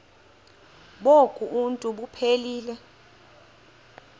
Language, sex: Xhosa, female